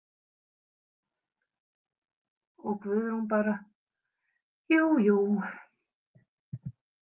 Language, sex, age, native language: Icelandic, female, 50-59, Icelandic